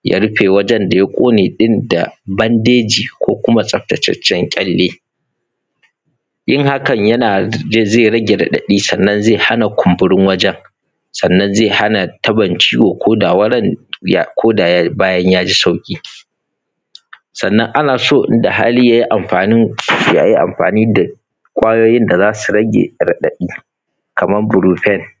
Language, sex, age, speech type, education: Hausa, male, 15-29, spontaneous, primary